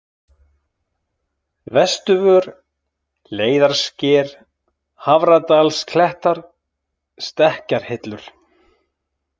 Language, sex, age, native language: Icelandic, male, 30-39, Icelandic